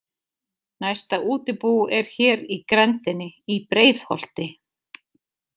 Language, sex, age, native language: Icelandic, female, 30-39, Icelandic